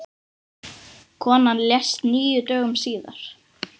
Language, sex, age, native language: Icelandic, other, 10, Icelandic